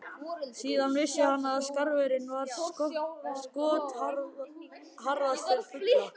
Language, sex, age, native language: Icelandic, male, 12, Icelandic